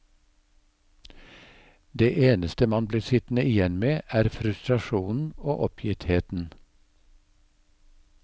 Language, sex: Norwegian, male